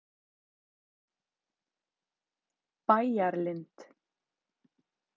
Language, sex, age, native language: Icelandic, female, 30-39, Icelandic